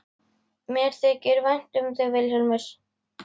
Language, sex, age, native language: Icelandic, female, 11, Icelandic